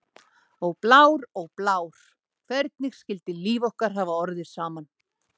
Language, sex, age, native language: Icelandic, female, 30-39, Icelandic